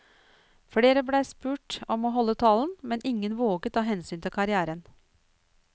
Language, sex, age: Norwegian, female, 49